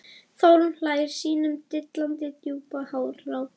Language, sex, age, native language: Icelandic, female, 11, Icelandic